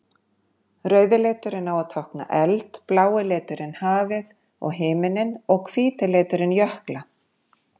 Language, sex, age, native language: Icelandic, female, 50-59, Icelandic